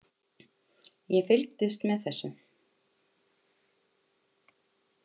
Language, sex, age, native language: Icelandic, female, 50-59, Icelandic